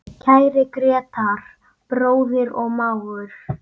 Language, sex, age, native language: Icelandic, female, 9, Icelandic